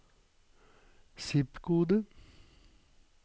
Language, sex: Norwegian, male